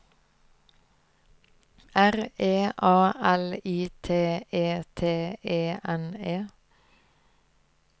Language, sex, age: Norwegian, female, 25